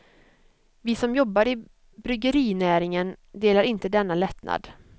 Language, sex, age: Swedish, female, 25